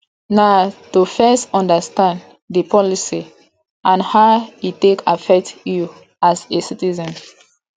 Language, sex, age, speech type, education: Nigerian Pidgin, female, 30-45, spontaneous, tertiary